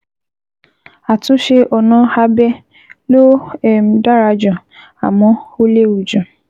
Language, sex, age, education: Yoruba, female, 15-29, tertiary